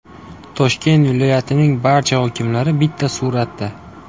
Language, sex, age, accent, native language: Uzbek, male, 25-34, Buxoro, Uzbek